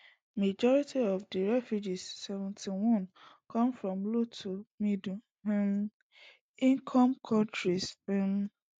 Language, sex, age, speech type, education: Nigerian Pidgin, female, 15-29, spontaneous, secondary